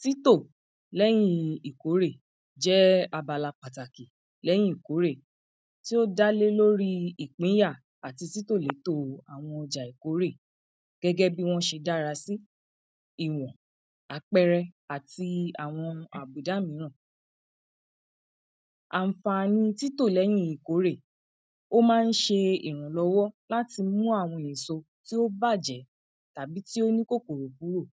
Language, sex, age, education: Yoruba, female, 30-45, tertiary